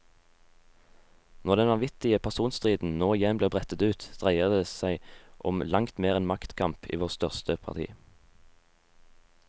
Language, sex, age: Norwegian, male, 18